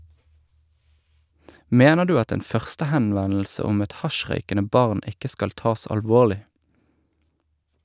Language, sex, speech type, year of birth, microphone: Norwegian, male, read, 1983, Shure